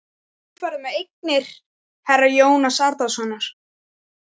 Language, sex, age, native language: Icelandic, male, 12, Icelandic